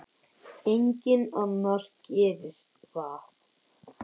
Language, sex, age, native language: Icelandic, male, 10, Icelandic